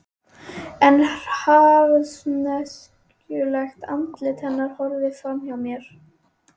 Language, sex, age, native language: Icelandic, female, 11, Icelandic